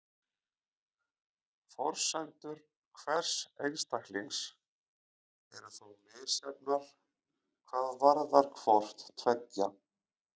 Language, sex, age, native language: Icelandic, male, 40-49, Icelandic